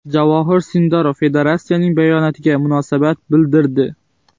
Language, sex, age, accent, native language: Uzbek, male, 18-24, Xorazm, Uzbek